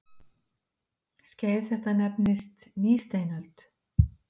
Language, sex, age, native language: Icelandic, female, 50-59, Icelandic